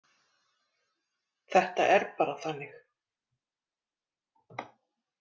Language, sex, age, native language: Icelandic, female, 30-39, Icelandic